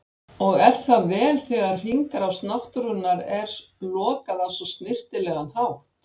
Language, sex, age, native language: Icelandic, female, 60-69, Icelandic